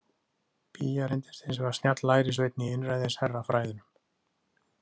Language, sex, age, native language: Icelandic, male, 30-39, Icelandic